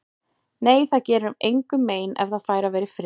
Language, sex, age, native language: Icelandic, female, 40-49, Icelandic